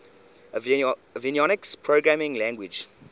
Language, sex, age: English, male, 20